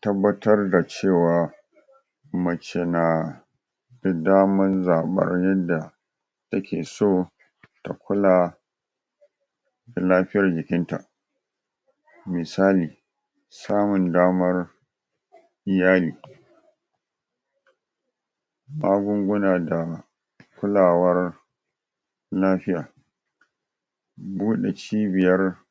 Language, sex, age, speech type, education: Hausa, male, 46-60, spontaneous, tertiary